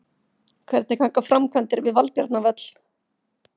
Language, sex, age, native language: Icelandic, female, 30-39, Icelandic